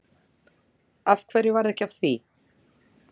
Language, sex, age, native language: Icelandic, female, 40-49, Icelandic